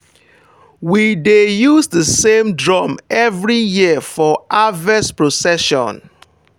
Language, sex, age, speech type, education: Nigerian Pidgin, male, 15-29, spontaneous, tertiary